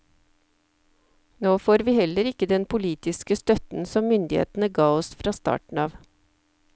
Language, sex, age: Norwegian, female, 54